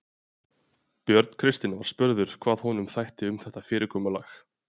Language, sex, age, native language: Icelandic, male, 20-29, Icelandic